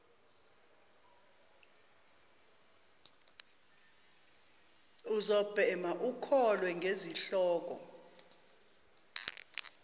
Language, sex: Zulu, female